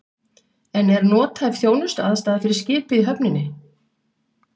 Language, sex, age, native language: Icelandic, female, 60-69, Icelandic